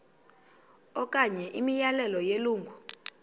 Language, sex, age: Xhosa, female, 22